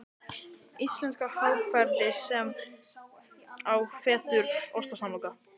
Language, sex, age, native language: Icelandic, male, 18-19, Icelandic